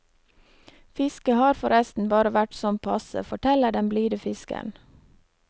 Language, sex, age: Norwegian, female, 23